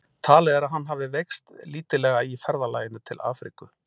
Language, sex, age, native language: Icelandic, male, 40-49, Icelandic